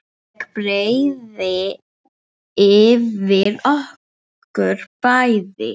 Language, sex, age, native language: Icelandic, female, 7, English